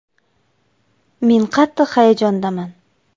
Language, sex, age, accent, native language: Uzbek, female, 25-34, Samarqand, Uzbek